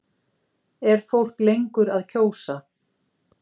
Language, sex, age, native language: Icelandic, female, 50-59, Icelandic